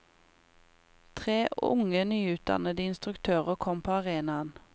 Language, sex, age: Norwegian, female, 28